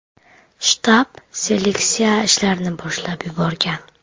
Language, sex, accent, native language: Uzbek, female, Qashqadaryo, Uzbek